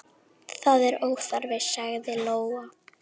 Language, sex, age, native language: Icelandic, female, 10, Icelandic